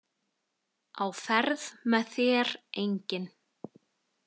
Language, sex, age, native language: Icelandic, female, 20-29, Icelandic